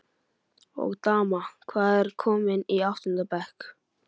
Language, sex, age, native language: Icelandic, male, 11, Icelandic